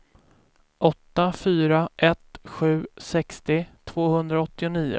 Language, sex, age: Swedish, male, 24